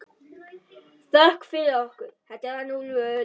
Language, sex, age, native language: Icelandic, male, 9, Icelandic